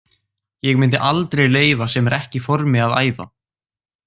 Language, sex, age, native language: Icelandic, male, 18-19, Icelandic